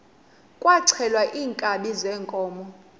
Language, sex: Xhosa, female